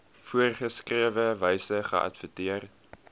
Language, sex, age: Afrikaans, male, 21